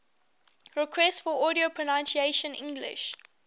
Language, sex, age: English, female, 18